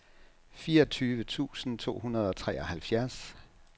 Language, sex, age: Danish, male, 67